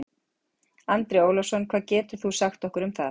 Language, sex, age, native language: Icelandic, female, 40-49, Icelandic